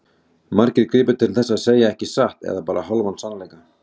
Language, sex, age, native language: Icelandic, male, 40-49, Icelandic